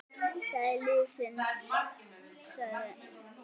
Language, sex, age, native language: Icelandic, female, 9, Icelandic